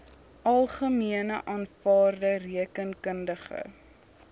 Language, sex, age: Afrikaans, female, 21